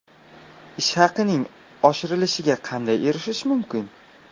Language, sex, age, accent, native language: Uzbek, male, 18-24, Qashqadaryo, Uzbek